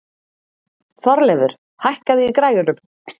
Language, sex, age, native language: Icelandic, female, 30-39, Icelandic